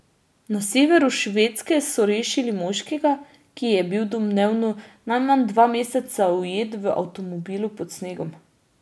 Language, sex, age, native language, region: Slovenian, female, 30-49, Slovenian, Drava region